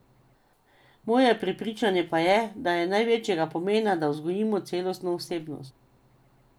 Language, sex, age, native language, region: Slovenian, female, 50-59, Slovenian, Drava region